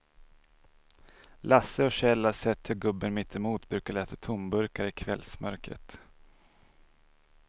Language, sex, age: Swedish, male, 27